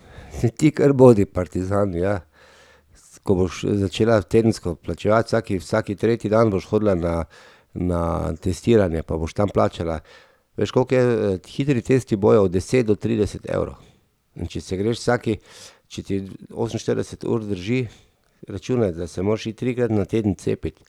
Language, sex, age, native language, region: Slovenian, male, 50-59, Slovenian, Drava region